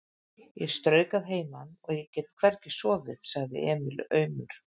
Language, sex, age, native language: Icelandic, female, 50-59, Icelandic